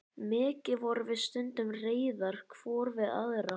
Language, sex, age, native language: Icelandic, male, 11, Icelandic